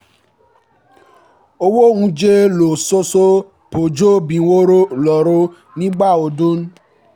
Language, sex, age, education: Yoruba, male, 15-29, tertiary